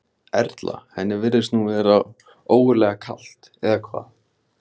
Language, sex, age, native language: Icelandic, male, 16, Icelandic